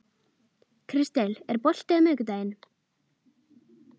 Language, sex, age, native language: Icelandic, female, 12, Icelandic